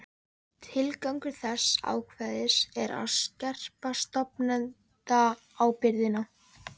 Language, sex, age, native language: Icelandic, female, 14, Icelandic